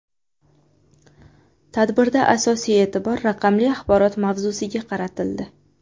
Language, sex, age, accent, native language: Uzbek, female, 19-29, Qashqadaryo, Uzbek